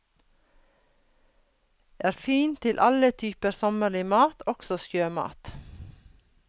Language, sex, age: Norwegian, female, 42